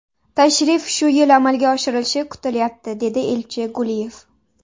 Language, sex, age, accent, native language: Uzbek, female, 19-29, Namangan, Uzbek